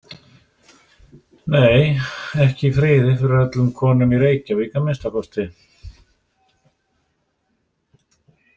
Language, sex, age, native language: Icelandic, male, 60-69, Icelandic